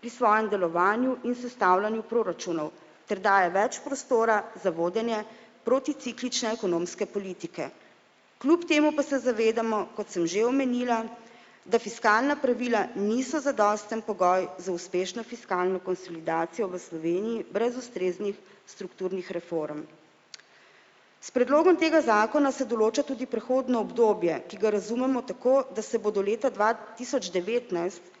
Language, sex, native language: Slovenian, female, Slovenian